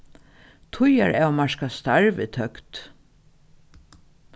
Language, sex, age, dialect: Faroese, female, 36-60, Norðuroyggjar